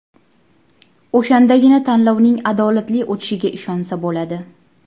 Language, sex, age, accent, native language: Uzbek, female, 18-24, Andijon, Uzbek